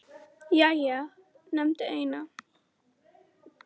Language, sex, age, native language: Icelandic, female, 10, Icelandic